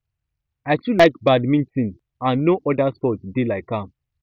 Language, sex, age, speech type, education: Nigerian Pidgin, male, 15-29, spontaneous, tertiary